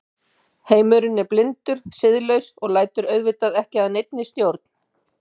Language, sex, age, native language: Icelandic, female, 50-59, Icelandic